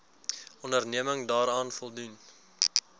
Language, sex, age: Afrikaans, male, 19